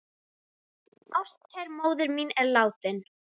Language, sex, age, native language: Icelandic, female, 9, Icelandic